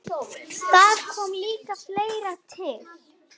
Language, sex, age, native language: Icelandic, female, 8, Icelandic